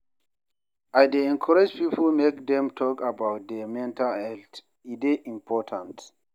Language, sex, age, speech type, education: Nigerian Pidgin, male, 30-45, read, tertiary